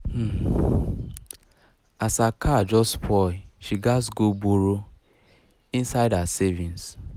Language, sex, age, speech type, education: Nigerian Pidgin, male, 15-29, spontaneous, secondary